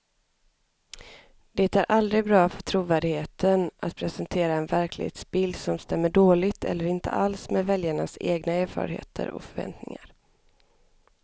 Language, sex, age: Swedish, female, 25